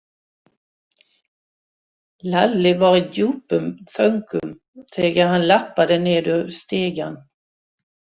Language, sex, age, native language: Icelandic, female, 60-69, Swedish